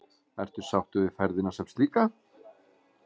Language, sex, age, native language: Icelandic, male, 40-49, Icelandic